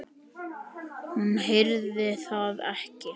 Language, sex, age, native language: Icelandic, male, 10, Icelandic